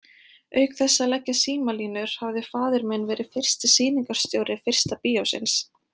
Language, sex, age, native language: Icelandic, female, 20-29, Icelandic